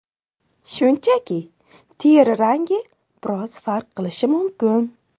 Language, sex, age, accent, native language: Uzbek, female, 19-29, Samarqand, Uzbek